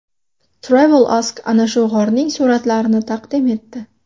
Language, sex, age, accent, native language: Uzbek, female, 18-24, Namangan, Uzbek